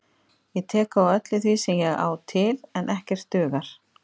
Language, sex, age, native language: Icelandic, female, 50-59, Icelandic